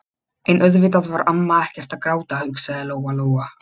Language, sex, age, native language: Icelandic, male, 12, Polish